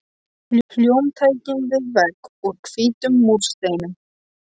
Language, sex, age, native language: Icelandic, male, 13, Polish